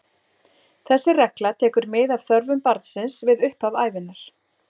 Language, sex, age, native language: Icelandic, female, 40-49, Icelandic